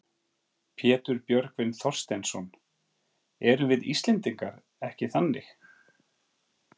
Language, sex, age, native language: Icelandic, male, 40-49, Icelandic